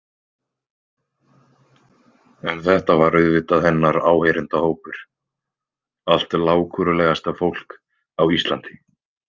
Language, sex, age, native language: Icelandic, male, 20-29, Icelandic